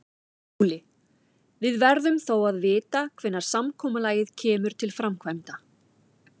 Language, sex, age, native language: Icelandic, female, 40-49, Icelandic